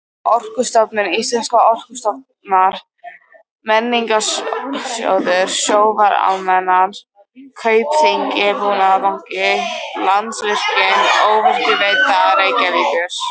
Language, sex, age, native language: Icelandic, female, 13, Icelandic